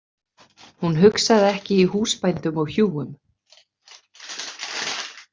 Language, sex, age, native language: Icelandic, female, 30-39, Icelandic